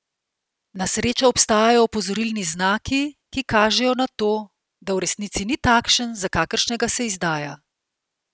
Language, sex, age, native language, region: Slovenian, female, 50-59, Slovenian, Central Slovenia